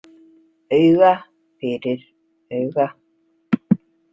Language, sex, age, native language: Icelandic, female, 60-69, Icelandic